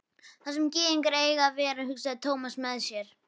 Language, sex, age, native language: Icelandic, female, 11, Icelandic